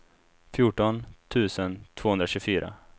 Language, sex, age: Swedish, male, 24